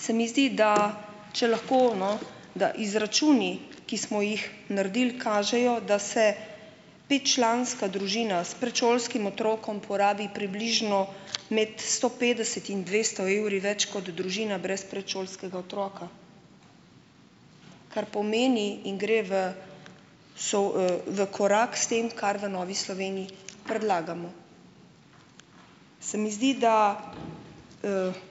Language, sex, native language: Slovenian, female, Slovenian